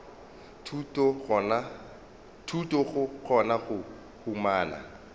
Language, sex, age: Northern Sotho, male, 35